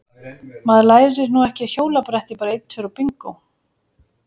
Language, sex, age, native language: Icelandic, female, 40-49, Icelandic